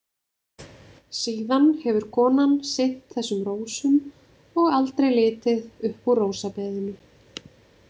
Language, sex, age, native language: Icelandic, female, 20-29, Icelandic